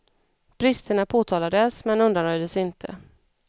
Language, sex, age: Swedish, female, 34